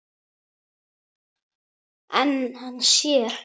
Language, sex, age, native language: Icelandic, male, 9, Icelandic